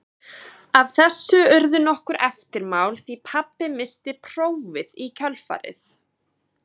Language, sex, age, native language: Icelandic, female, 20-29, Icelandic